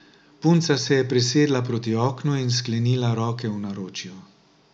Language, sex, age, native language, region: Slovenian, male, 60+, Slovenian, Drava region